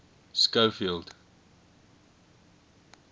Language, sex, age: English, male, 21